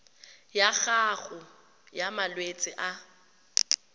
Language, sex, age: Tswana, female, 31